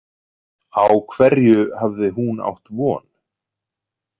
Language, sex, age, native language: Icelandic, male, 40-49, Icelandic